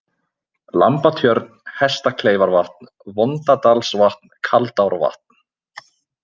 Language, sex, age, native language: Icelandic, male, 20-29, Icelandic